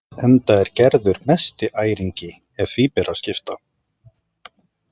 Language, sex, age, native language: Icelandic, male, 30-39, Icelandic